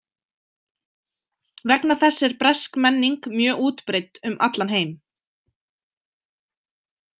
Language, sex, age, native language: Icelandic, female, 20-29, Icelandic